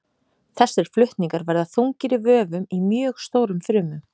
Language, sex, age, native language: Icelandic, female, 30-39, Icelandic